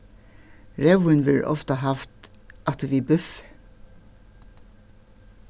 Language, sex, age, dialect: Faroese, female, 61+, Suðurstreymoy